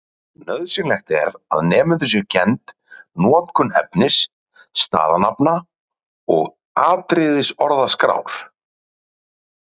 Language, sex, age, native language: Icelandic, male, 40-49, Icelandic